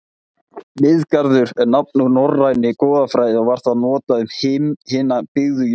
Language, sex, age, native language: Icelandic, male, 20-29, Icelandic